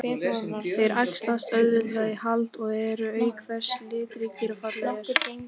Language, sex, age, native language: Icelandic, female, 18-19, Icelandic